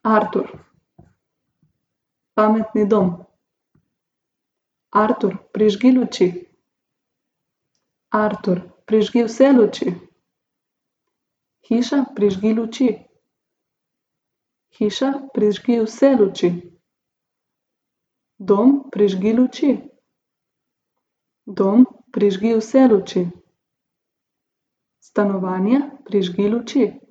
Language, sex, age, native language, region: Slovenian, female, 18-29, Slovenian, Gorica region